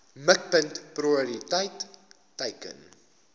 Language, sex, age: Afrikaans, male, 19